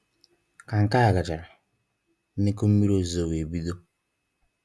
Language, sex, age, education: Igbo, male, 15-29, tertiary